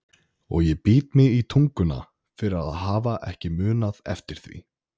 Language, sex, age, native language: Icelandic, male, 20-29, Icelandic